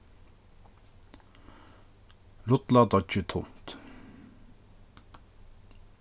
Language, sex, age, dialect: Faroese, male, 36-60, Norðurstreymoy/Eysturoy